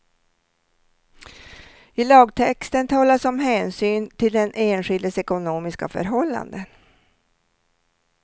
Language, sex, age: Swedish, female, 67